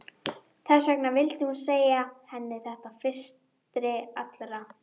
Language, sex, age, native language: Icelandic, female, 12, Icelandic